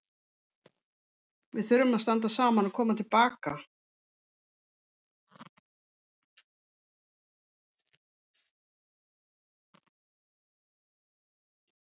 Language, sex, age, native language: Icelandic, female, 50-59, Icelandic